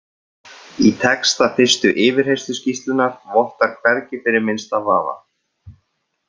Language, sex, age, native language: Icelandic, male, 30-39, Icelandic